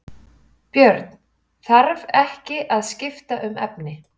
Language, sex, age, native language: Icelandic, female, 40-49, Icelandic